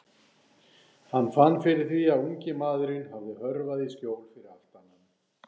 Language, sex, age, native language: Icelandic, male, 40-49, Icelandic